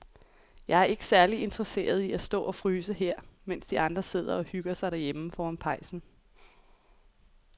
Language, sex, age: Danish, female, 28